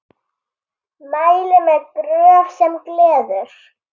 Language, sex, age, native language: Icelandic, female, 8, Icelandic